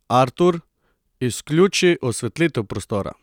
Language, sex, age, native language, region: Slovenian, male, 30-49, Slovenian, Coastal Karst region